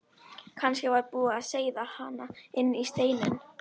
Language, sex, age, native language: Icelandic, female, 11, Icelandic